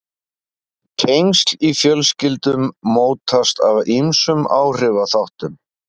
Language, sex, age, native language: Icelandic, male, 50-59, Icelandic